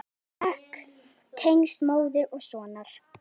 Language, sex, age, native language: Icelandic, female, 10, Icelandic